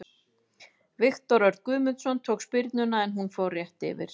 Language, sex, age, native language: Icelandic, female, 30-39, Icelandic